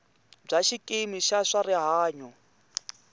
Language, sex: Tsonga, male